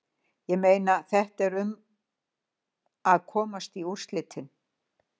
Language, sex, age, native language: Icelandic, female, 60-69, Icelandic